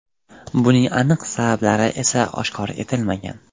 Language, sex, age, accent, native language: Uzbek, male, 18-24, Jizzax, Uzbek